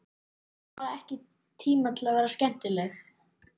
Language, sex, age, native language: Icelandic, male, 12, Icelandic